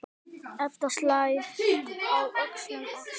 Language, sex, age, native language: Icelandic, male, 10, Icelandic